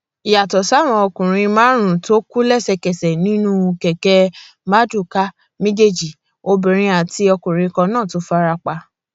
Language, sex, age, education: Yoruba, female, 15-29, tertiary